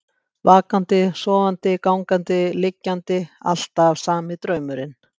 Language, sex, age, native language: Icelandic, female, 60-69, Icelandic